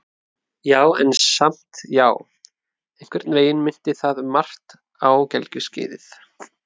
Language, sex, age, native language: Icelandic, male, 30-39, Icelandic